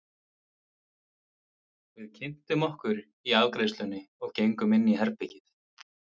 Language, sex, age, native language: Icelandic, male, 20-29, Icelandic